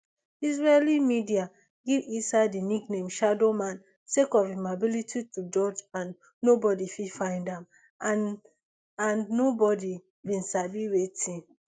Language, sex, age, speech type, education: Nigerian Pidgin, female, 15-29, spontaneous, tertiary